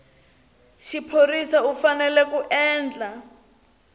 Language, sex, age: Tsonga, female, 22